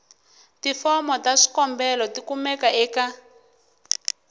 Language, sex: Tsonga, female